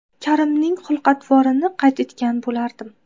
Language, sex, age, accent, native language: Uzbek, female, 18-24, Qashqadaryo, Uzbek